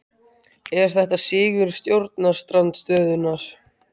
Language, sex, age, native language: Icelandic, male, 13, Icelandic